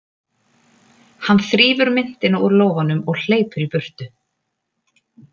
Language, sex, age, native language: Icelandic, female, 30-39, Icelandic